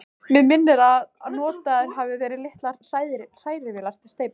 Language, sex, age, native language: Icelandic, female, 15, Icelandic